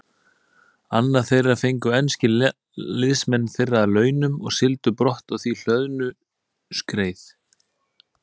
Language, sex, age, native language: Icelandic, male, 30-39, Icelandic